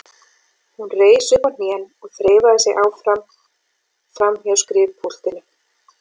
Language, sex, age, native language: Icelandic, female, 40-49, Icelandic